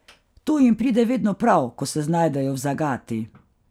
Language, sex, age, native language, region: Slovenian, female, 50-59, Slovenian, Carinthia region